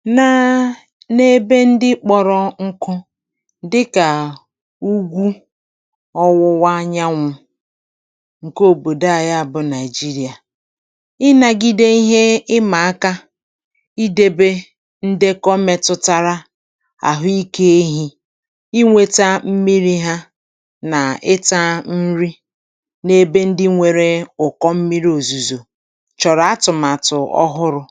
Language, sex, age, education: Igbo, female, 60+, tertiary